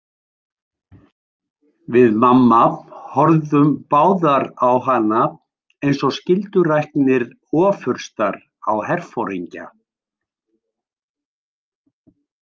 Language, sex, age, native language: Icelandic, male, 70-79, Icelandic